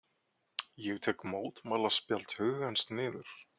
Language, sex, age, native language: Icelandic, male, 40-49, Icelandic